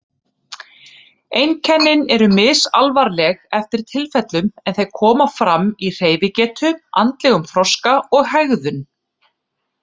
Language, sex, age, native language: Icelandic, female, 30-39, Icelandic